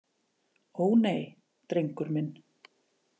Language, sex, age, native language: Icelandic, female, 40-49, Icelandic